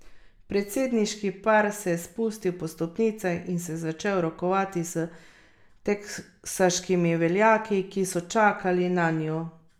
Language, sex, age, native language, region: Slovenian, female, 30-49, Slovenian, Carinthia region